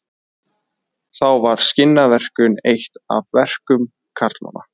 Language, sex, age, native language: Icelandic, male, 20-29, Icelandic